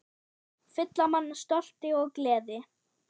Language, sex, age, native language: Icelandic, female, 8, German